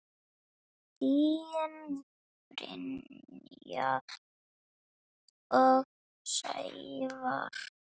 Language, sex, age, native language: Icelandic, female, 8, Icelandic